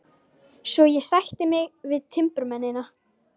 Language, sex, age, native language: Icelandic, female, 12, Icelandic